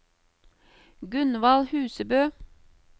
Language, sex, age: Norwegian, female, 38